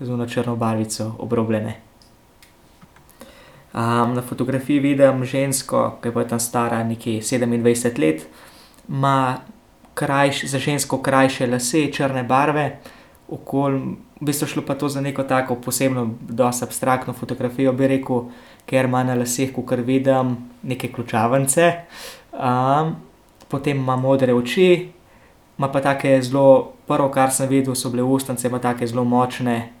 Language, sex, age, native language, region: Slovenian, male, 18-29, Slovenian, Central Slovenia